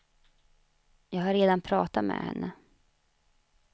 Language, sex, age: Swedish, female, 35